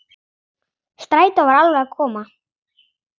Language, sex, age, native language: Icelandic, female, 10, Icelandic